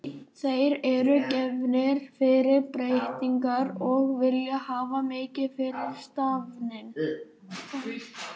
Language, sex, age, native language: Icelandic, male, 18-19, Icelandic